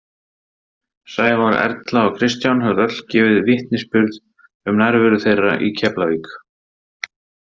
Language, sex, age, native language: Icelandic, male, 30-39, Icelandic